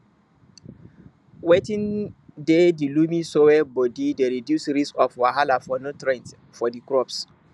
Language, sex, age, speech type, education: Nigerian Pidgin, male, 30-45, spontaneous, tertiary